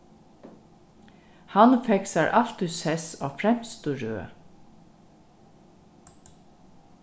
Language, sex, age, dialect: Faroese, female, 36-60, Norðurstreymoy/Eysturoy